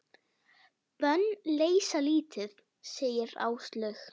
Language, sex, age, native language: Icelandic, female, 9, Icelandic